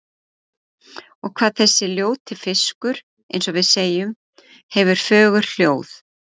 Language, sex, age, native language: Icelandic, female, 40-49, Icelandic